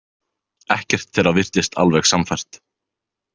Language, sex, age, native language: Icelandic, male, 18-19, Icelandic